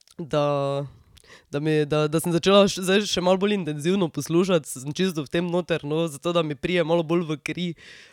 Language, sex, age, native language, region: Slovenian, female, 18-29, Slovenian, Drava region